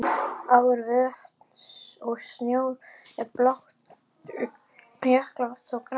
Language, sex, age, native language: Icelandic, female, 11, Icelandic